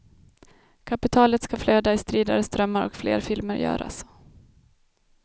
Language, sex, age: Swedish, female, 32